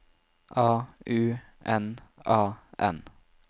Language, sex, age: Norwegian, male, 19